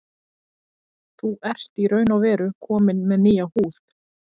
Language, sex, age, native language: Icelandic, female, 30-39, Icelandic